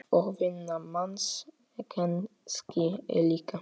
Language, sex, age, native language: Icelandic, male, 8, Polish